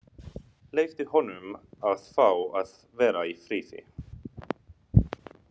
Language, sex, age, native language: Icelandic, male, 30-39, Finnish